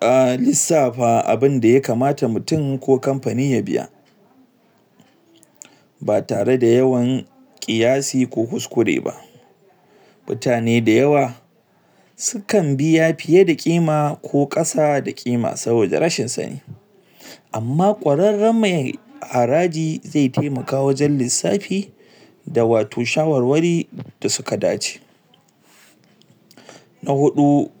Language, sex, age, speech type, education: Hausa, male, 60+, spontaneous, tertiary